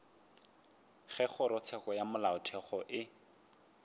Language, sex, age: Northern Sotho, male, 21